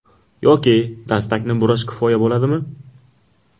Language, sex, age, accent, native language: Uzbek, male, 18-24, Qashqadaryo, Uzbek